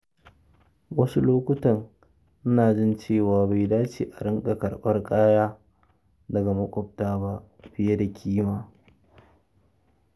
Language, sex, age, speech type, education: Hausa, male, 30-45, read, secondary